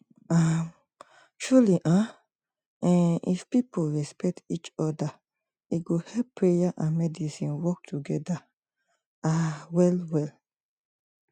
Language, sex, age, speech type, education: Nigerian Pidgin, female, 30-45, spontaneous, tertiary